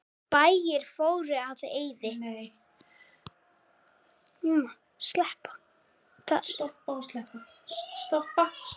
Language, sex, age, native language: Icelandic, female, 10, Icelandic